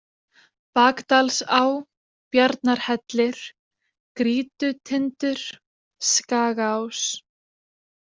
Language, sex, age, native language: Icelandic, female, 20-29, Icelandic